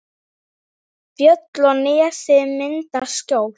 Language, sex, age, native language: Icelandic, female, 9, Icelandic